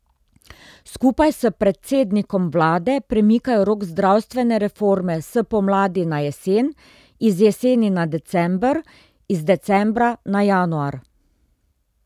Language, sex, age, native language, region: Slovenian, female, 30-49, Slovenian, Drava region